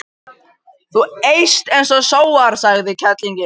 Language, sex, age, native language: Icelandic, male, 18-19, Japanese